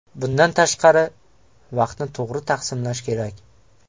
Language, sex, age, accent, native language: Uzbek, male, 18-24, Sirdaryo, Uzbek